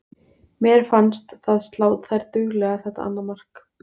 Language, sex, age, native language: Icelandic, female, 20-29, Icelandic